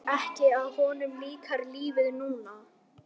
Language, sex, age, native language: Icelandic, male, 12, Icelandic